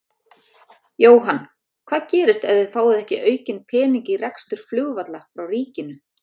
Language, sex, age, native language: Icelandic, female, 30-39, Icelandic